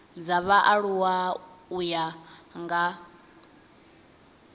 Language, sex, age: Venda, female, 20